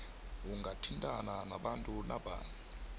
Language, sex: South Ndebele, male